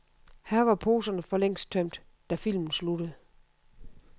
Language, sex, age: Danish, female, 52